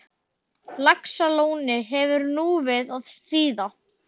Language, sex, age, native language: Icelandic, male, 12, Icelandic